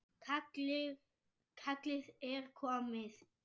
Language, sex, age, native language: Icelandic, male, 7, Icelandic